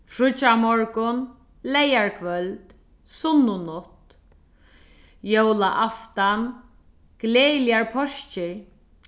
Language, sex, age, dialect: Faroese, female, 36-60, Sandoy